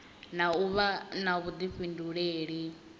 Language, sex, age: Venda, female, 20